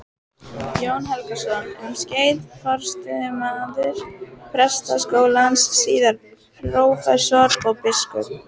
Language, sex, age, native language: Icelandic, female, 15, Icelandic